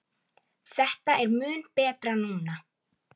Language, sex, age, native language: Icelandic, female, 10, Icelandic